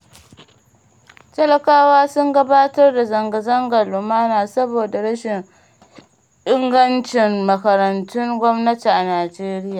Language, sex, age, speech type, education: Hausa, female, 30-45, read, primary